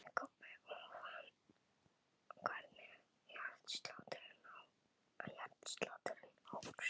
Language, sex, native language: Icelandic, male, Chinese